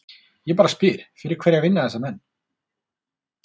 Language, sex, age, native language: Icelandic, male, 40-49, Icelandic